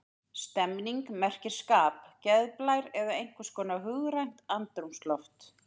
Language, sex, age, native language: Icelandic, female, 30-39, Icelandic